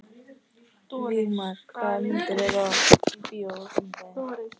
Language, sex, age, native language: Icelandic, other, 14, Icelandic